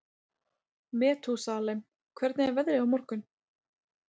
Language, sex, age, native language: Icelandic, female, 30-39, Icelandic